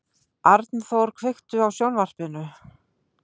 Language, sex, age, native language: Icelandic, female, 60-69, Icelandic